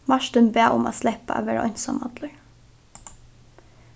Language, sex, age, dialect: Faroese, female, 15-35, Norðuroyggjar